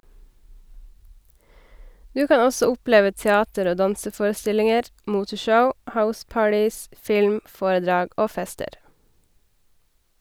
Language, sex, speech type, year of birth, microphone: Norwegian, female, read, 1990, Sennheiser